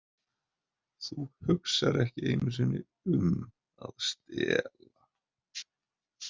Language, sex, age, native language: Icelandic, male, 20-29, Icelandic